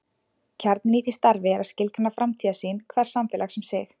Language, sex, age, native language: Icelandic, female, 20-29, Icelandic